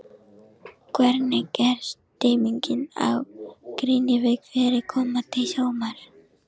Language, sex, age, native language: Icelandic, female, 14, Icelandic